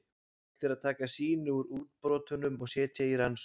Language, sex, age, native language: Icelandic, male, 20-29, Icelandic